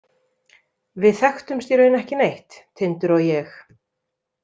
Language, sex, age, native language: Icelandic, female, 30-39, Icelandic